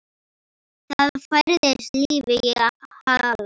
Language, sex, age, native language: Icelandic, female, 10, Icelandic